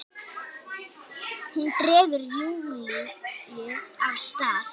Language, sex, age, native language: Icelandic, female, 8, Icelandic